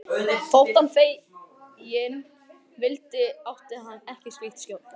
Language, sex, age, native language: Icelandic, male, 11, Icelandic